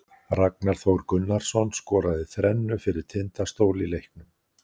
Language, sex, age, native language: Icelandic, male, 60-69, Icelandic